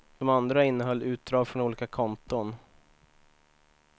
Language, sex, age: Swedish, male, 25